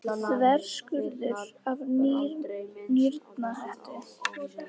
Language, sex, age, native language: Icelandic, female, 18-19, Icelandic